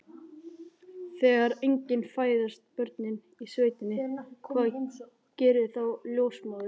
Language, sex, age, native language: Icelandic, male, 11, Icelandic